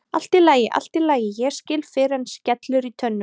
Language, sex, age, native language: Icelandic, female, 30-39, Icelandic